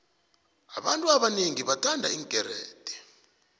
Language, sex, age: South Ndebele, male, 21